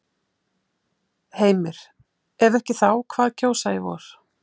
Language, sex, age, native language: Icelandic, female, 50-59, Icelandic